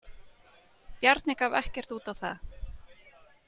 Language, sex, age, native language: Icelandic, female, 30-39, Icelandic